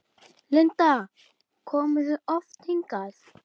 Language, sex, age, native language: Icelandic, female, 10, Icelandic